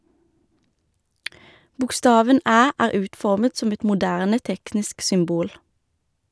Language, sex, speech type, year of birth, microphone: Norwegian, female, read, 1991, Shure